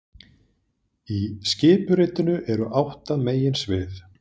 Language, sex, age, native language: Icelandic, male, 30-39, Icelandic